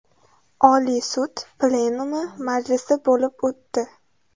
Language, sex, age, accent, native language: Uzbek, female, 18-24, Samarqand, Uzbek